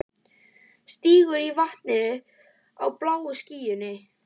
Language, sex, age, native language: Icelandic, female, 11, Icelandic